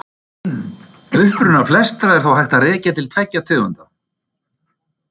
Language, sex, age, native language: Icelandic, male, 50-59, Icelandic